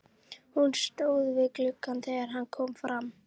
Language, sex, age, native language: Icelandic, female, 11, Icelandic